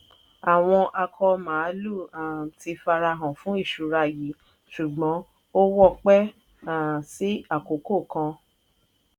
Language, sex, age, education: Yoruba, female, 30-45, tertiary